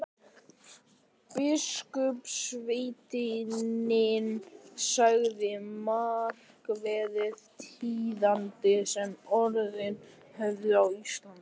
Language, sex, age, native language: Icelandic, male, 11, Icelandic